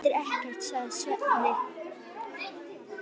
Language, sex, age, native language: Icelandic, male, 9, Icelandic